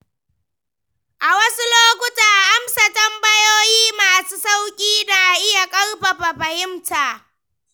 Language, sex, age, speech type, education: Hausa, female, 15-29, read, primary